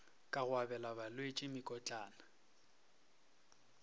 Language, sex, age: Northern Sotho, male, 23